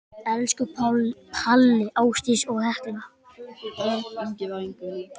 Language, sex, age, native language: Icelandic, male, 10, Icelandic